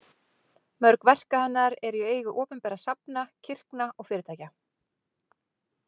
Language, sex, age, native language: Icelandic, female, 20-29, Icelandic